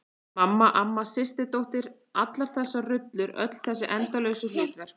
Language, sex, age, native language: Icelandic, female, 30-39, Icelandic